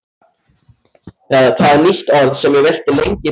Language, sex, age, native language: Icelandic, male, 14, Icelandic